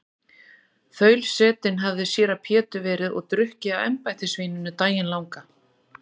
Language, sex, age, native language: Icelandic, female, 40-49, Icelandic